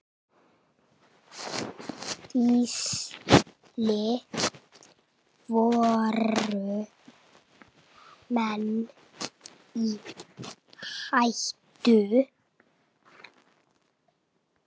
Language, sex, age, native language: Icelandic, female, 6, Icelandic